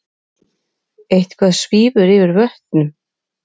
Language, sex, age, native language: Icelandic, female, 30-39, Icelandic